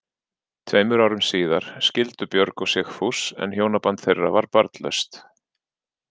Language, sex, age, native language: Icelandic, male, 40-49, Icelandic